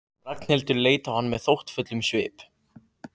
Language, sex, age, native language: Icelandic, other, 15, Icelandic